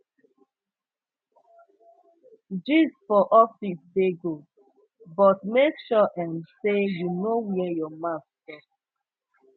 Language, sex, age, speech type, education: Nigerian Pidgin, female, 15-29, spontaneous, secondary